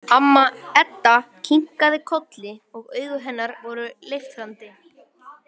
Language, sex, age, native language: Icelandic, male, 18-19, Icelandic